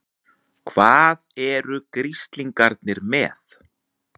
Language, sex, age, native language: Icelandic, male, 40-49, Icelandic